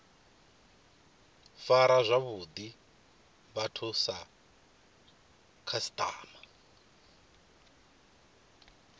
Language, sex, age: Venda, male, 25